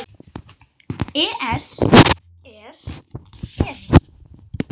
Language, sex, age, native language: Icelandic, female, 10, Icelandic